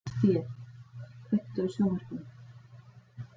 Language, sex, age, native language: Icelandic, female, 40-49, Icelandic